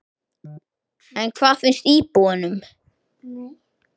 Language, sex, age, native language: Icelandic, male, 10, Icelandic